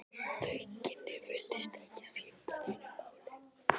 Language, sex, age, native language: Icelandic, female, 11, Icelandic